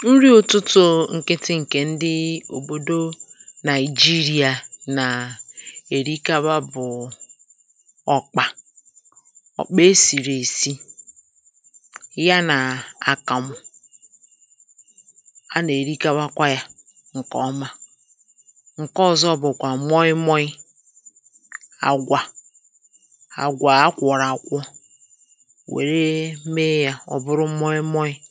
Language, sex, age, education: Igbo, male, 30-45, tertiary